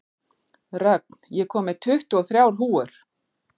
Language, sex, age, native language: Icelandic, female, 40-49, Icelandic